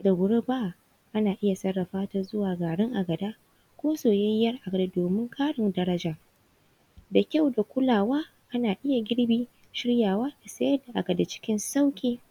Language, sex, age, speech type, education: Hausa, female, 15-29, spontaneous, tertiary